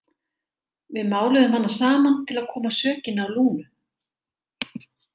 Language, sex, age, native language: Icelandic, female, 60-69, Icelandic